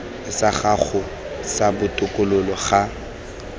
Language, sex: Tswana, male